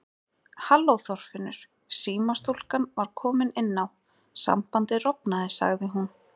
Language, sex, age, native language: Icelandic, female, 20-29, Icelandic